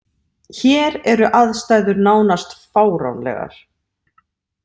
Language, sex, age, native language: Icelandic, female, 40-49, Icelandic